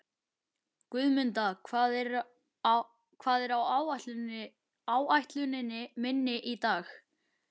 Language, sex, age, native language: Icelandic, male, 11, Icelandic